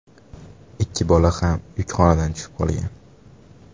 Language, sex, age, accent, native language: Uzbek, male, 18-24, Farg'ona, Uzbek